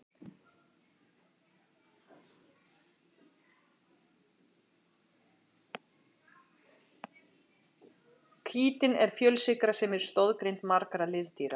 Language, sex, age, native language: Icelandic, female, 40-49, Icelandic